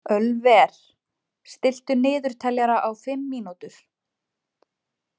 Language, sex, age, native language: Icelandic, female, 20-29, Icelandic